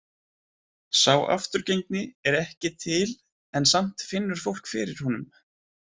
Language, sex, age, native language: Icelandic, male, 20-29, Icelandic